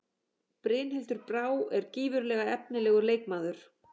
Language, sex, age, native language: Icelandic, female, 40-49, Icelandic